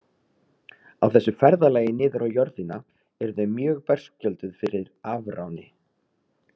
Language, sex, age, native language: Icelandic, male, 30-39, Icelandic